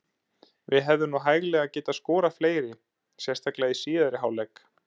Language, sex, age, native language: Icelandic, male, 30-39, Icelandic